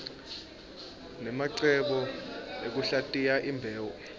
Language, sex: Swati, male